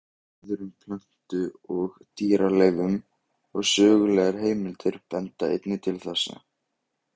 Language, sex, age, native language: Icelandic, male, 18-19, Icelandic